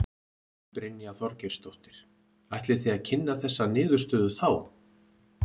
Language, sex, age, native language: Icelandic, male, 50-59, Icelandic